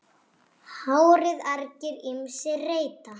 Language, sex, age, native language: Icelandic, female, 6, Icelandic